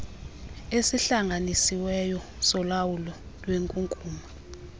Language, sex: Xhosa, female